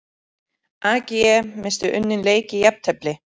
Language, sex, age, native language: Icelandic, female, 30-39, Icelandic